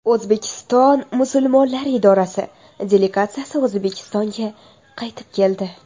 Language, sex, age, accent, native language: Uzbek, female, 12-17, Toshkent shahri, Uzbek